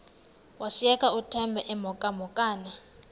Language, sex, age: Xhosa, male, 19